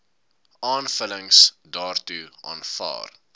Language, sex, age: Afrikaans, male, 19